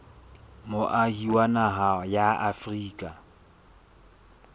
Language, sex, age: Southern Sotho, male, 24